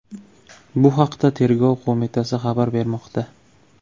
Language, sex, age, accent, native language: Uzbek, male, 18-24, Toshkent viloyati, Uzbek